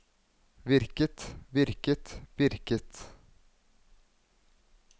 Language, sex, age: Norwegian, male, 21